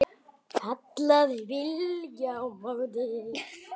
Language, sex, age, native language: Icelandic, male, 9, Icelandic